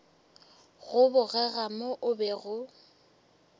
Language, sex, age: Northern Sotho, female, 23